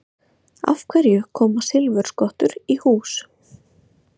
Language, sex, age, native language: Icelandic, female, 30-39, Icelandic